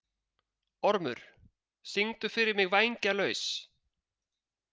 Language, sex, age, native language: Icelandic, male, 30-39, Icelandic